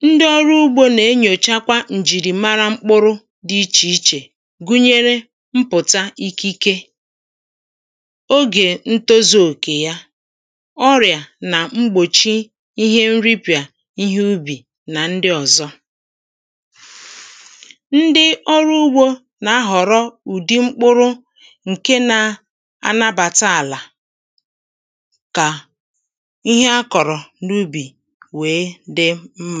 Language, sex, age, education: Igbo, female, 30-45, primary